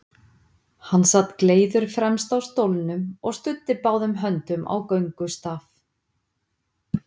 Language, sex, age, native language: Icelandic, female, 50-59, Icelandic